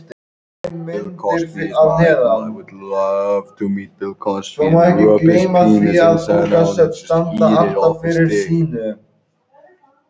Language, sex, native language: Icelandic, other, Icelandic